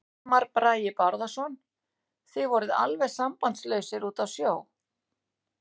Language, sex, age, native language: Icelandic, female, 60-69, Icelandic